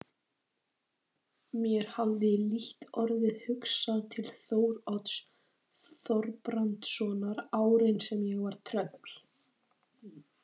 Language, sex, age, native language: Icelandic, female, 18-19, Icelandic